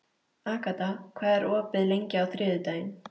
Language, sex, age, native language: Icelandic, female, 13, Icelandic